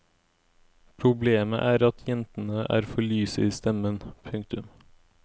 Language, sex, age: Norwegian, male, 17